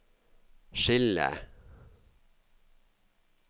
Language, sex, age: Norwegian, male, 54